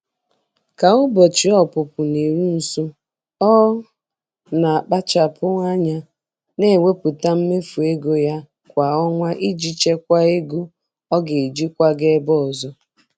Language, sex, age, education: Igbo, female, 30-45, tertiary